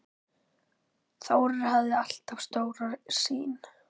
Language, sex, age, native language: Icelandic, female, 9, Icelandic